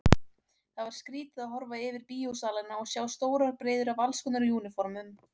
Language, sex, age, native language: Icelandic, female, 18-19, Icelandic